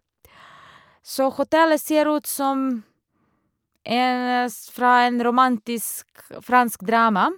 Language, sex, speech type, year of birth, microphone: Norwegian, female, spontaneous, 1978, Shure